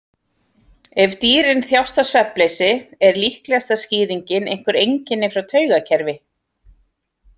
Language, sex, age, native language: Icelandic, female, 40-49, Icelandic